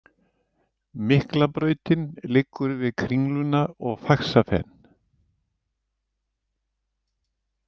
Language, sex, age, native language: Icelandic, male, 70-79, Icelandic